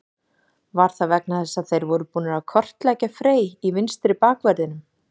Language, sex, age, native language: Icelandic, female, 40-49, Icelandic